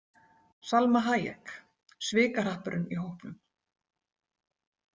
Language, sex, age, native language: Icelandic, female, 40-49, Icelandic